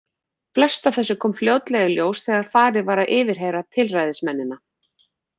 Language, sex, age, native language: Icelandic, female, 40-49, Icelandic